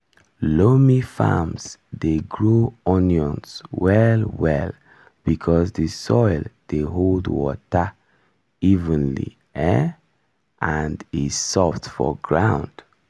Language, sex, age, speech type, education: Nigerian Pidgin, male, 15-29, spontaneous, tertiary